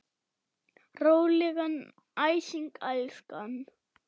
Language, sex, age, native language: Icelandic, male, 8, German